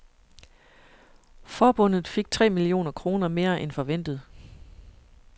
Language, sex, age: Danish, female, 41